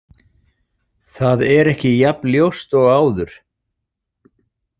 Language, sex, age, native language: Icelandic, male, 40-49, Icelandic